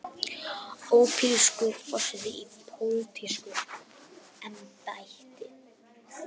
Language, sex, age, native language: Icelandic, male, 18-19, Icelandic